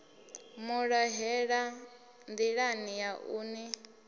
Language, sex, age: Venda, female, 24